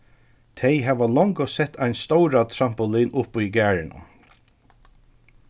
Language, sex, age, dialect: Faroese, male, 36-60, Suðurstreymoy